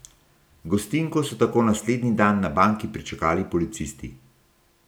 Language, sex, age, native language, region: Slovenian, male, 60+, Slovenian, Gorenjska region